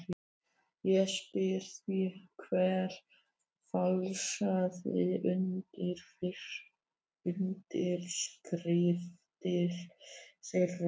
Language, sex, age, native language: Icelandic, male, 12, Icelandic